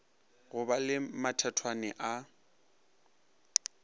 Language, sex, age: Northern Sotho, male, 22